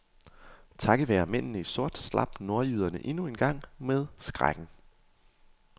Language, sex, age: Danish, male, 22